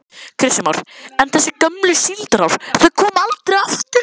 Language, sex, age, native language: Icelandic, male, 11, Icelandic